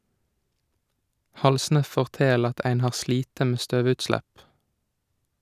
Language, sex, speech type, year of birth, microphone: Norwegian, male, read, 1987, Shure